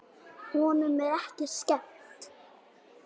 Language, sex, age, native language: Icelandic, female, 9, Icelandic